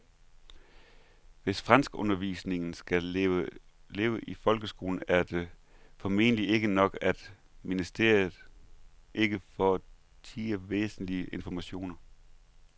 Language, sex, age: Danish, male, 39